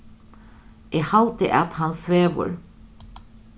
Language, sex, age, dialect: Faroese, female, 36-60, Norðurstreymoy/Eysturoy